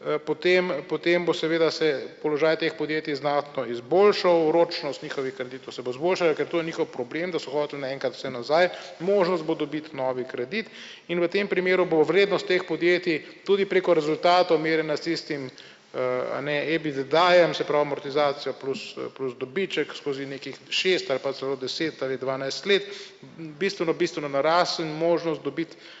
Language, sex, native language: Slovenian, male, Slovenian